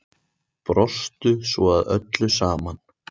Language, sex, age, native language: Icelandic, female, 10, Icelandic